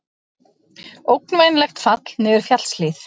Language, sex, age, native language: Icelandic, female, 50-59, Icelandic